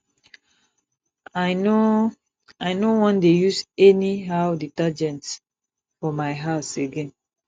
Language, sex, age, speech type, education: Nigerian Pidgin, female, 15-29, spontaneous, tertiary